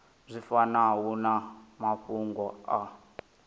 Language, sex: Venda, male